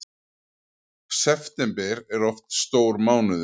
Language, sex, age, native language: Icelandic, male, 40-49, Icelandic